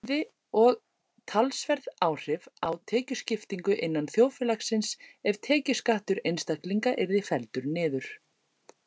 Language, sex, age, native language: Icelandic, female, 40-49, Icelandic